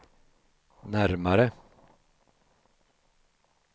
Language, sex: Swedish, male